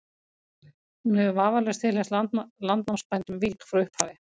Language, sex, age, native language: Icelandic, female, 50-59, Icelandic